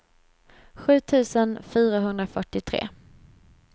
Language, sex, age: Swedish, female, 26